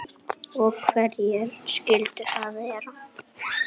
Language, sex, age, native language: Icelandic, female, 9, Icelandic